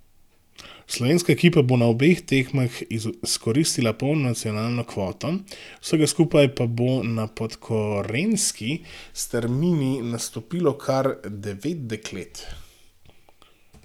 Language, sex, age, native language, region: Slovenian, male, 18-29, Slovenian, Gorenjska region